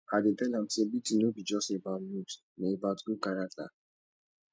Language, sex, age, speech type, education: Nigerian Pidgin, male, 15-29, spontaneous, tertiary